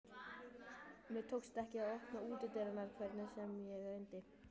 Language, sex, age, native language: Icelandic, male, 12, Icelandic